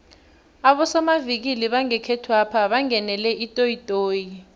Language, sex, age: South Ndebele, female, 23